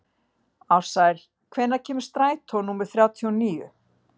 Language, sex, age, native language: Icelandic, female, 50-59, Icelandic